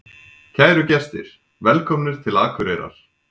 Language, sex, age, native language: Icelandic, male, 20-29, Icelandic